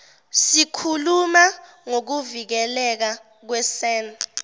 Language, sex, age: Zulu, female, 17